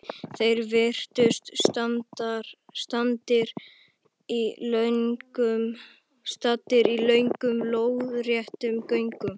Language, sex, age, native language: Icelandic, male, 11, Icelandic